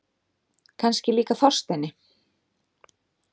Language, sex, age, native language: Icelandic, female, 30-39, Icelandic